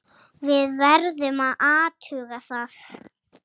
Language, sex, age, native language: Icelandic, female, 7, Icelandic